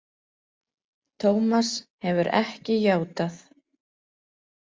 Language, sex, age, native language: Icelandic, female, 40-49, Icelandic